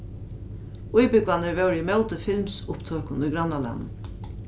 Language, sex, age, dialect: Faroese, female, 36-60, Norðuroyggjar